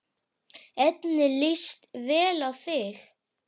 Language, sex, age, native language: Icelandic, female, 8, Icelandic